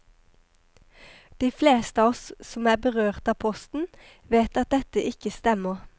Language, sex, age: Norwegian, female, 23